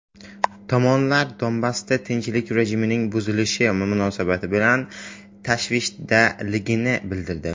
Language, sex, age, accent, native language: Uzbek, male, 18-24, Samarqand, Uzbek